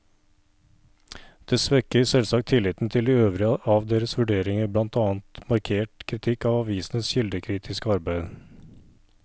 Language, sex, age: Norwegian, male, 39